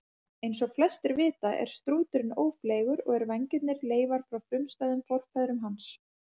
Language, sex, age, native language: Icelandic, female, 30-39, Icelandic